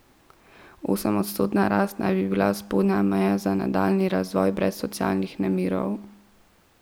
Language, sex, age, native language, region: Slovenian, female, 12-17, Slovenian, Central Slovenia